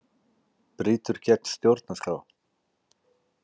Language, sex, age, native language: Icelandic, male, 40-49, Icelandic